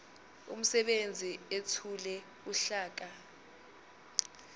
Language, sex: Zulu, female